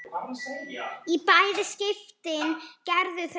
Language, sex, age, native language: Icelandic, male, 11, Icelandic